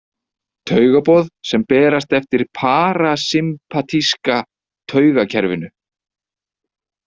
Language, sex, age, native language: Icelandic, male, 30-39, Icelandic